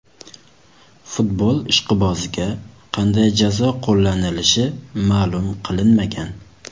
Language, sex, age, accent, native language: Uzbek, male, 19-29, Surxondaryo, Uzbek